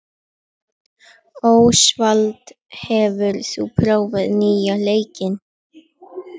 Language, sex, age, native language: Icelandic, female, 11, Icelandic